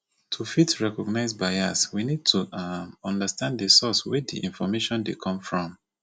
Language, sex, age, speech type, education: Nigerian Pidgin, male, 30-45, spontaneous, tertiary